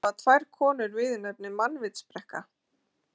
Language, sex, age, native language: Icelandic, female, 40-49, Icelandic